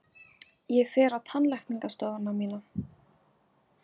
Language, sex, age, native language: Icelandic, female, 18-19, Icelandic